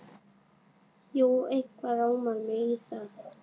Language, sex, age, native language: Icelandic, female, 11, Icelandic